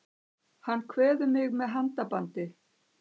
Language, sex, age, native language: Icelandic, female, 60-69, Icelandic